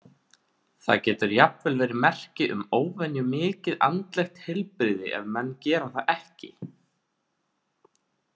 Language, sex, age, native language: Icelandic, male, 20-29, Icelandic